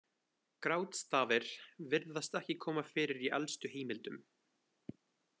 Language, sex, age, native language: Icelandic, male, 20-29, Icelandic